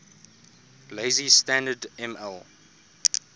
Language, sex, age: English, male, 24